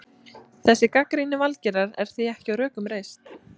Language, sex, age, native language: Icelandic, female, 20-29, Icelandic